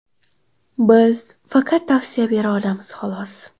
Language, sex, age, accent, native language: Uzbek, female, 12-17, Xorazm, Uzbek